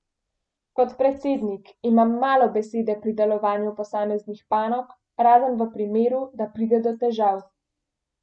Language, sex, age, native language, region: Slovenian, female, 18-29, Slovenian, Central Slovenia